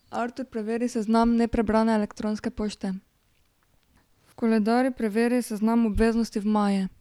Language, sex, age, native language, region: Slovenian, female, 18-29, Slovenian, Drava region